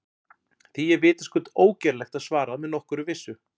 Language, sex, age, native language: Icelandic, male, 40-49, Icelandic